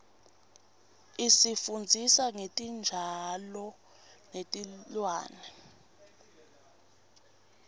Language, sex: Swati, female